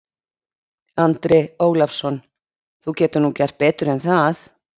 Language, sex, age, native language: Icelandic, female, 30-39, Icelandic